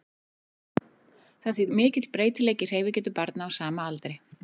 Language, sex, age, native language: Icelandic, female, 40-49, Icelandic